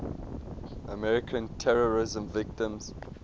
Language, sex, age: English, male, 22